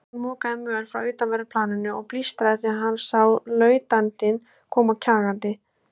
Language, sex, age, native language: Icelandic, female, 20-29, Icelandic